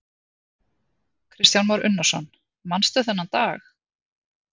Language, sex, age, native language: Icelandic, female, 50-59, Icelandic